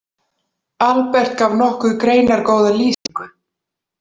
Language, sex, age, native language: Icelandic, female, 40-49, Icelandic